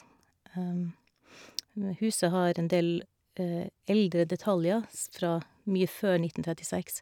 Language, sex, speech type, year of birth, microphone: Norwegian, female, spontaneous, 1969, Shure